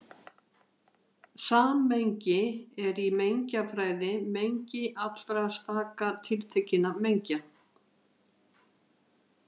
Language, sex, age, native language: Icelandic, female, 50-59, Icelandic